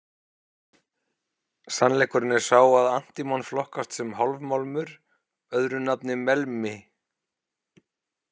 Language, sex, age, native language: Icelandic, male, 40-49, Icelandic